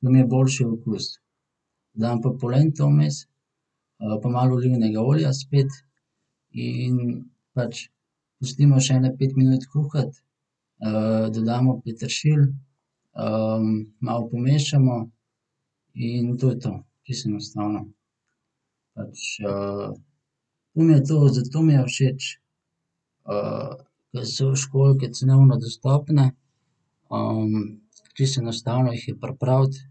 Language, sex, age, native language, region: Slovenian, male, 18-29, Slovenian, Central Slovenia